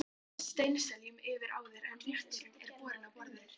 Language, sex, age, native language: Icelandic, female, 11, Icelandic